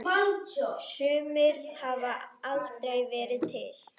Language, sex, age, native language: Icelandic, female, 10, Icelandic